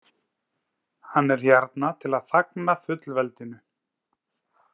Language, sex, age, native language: Icelandic, male, 30-39, Icelandic